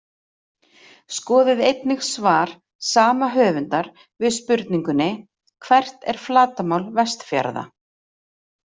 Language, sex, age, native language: Icelandic, female, 40-49, Icelandic